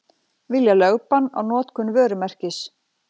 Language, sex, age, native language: Icelandic, female, 40-49, Icelandic